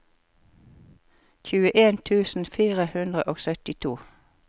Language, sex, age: Norwegian, female, 54